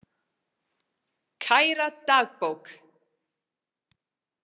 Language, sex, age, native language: Icelandic, female, 40-49, English